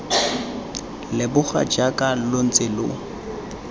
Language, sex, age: Tswana, male, 22